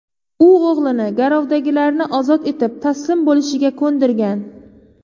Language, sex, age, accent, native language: Uzbek, female, 25-34, Qoraqalpog'iston, Uzbek